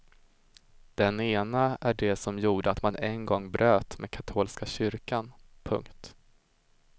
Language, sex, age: Swedish, male, 25